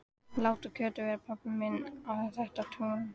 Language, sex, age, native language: Icelandic, female, 14, Icelandic